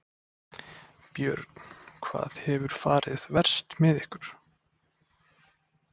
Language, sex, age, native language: Icelandic, male, 20-29, Icelandic